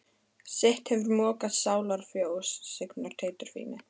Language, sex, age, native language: Icelandic, female, 13, Icelandic